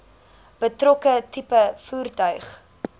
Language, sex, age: Afrikaans, female, 19